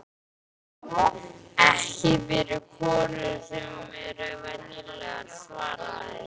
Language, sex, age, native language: Icelandic, male, 12, Icelandic